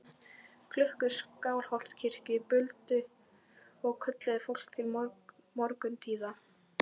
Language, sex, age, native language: Icelandic, female, 12, Icelandic